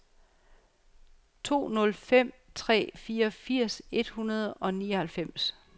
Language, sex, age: Danish, female, 49